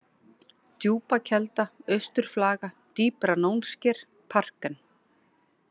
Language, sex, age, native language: Icelandic, female, 40-49, Icelandic